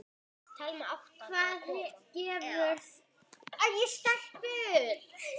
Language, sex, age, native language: Icelandic, female, 9, Icelandic